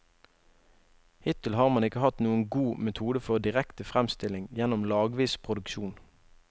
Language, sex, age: Norwegian, male, 21